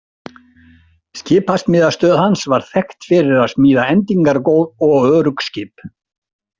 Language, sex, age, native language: Icelandic, male, 60-69, Icelandic